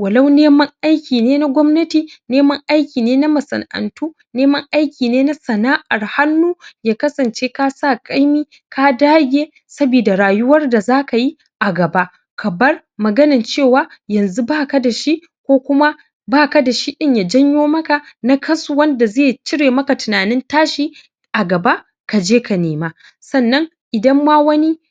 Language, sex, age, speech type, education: Hausa, male, 15-29, spontaneous, secondary